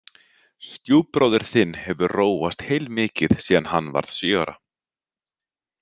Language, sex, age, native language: Icelandic, male, 30-39, Icelandic